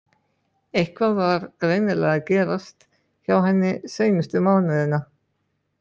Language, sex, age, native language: Icelandic, male, 20-29, Icelandic